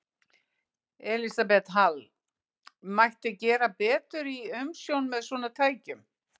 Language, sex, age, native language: Icelandic, female, 60-69, Icelandic